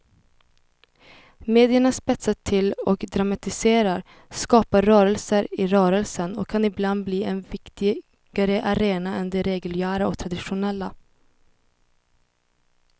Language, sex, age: Swedish, female, 21